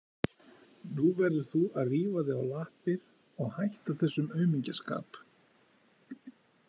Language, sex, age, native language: Icelandic, male, 40-49, Icelandic